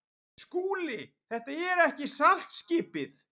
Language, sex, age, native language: Icelandic, male, 40-49, Icelandic